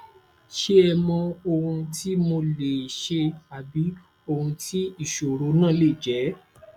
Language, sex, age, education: Yoruba, male, 15-29, tertiary